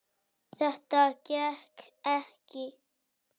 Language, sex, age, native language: Icelandic, male, 6, Icelandic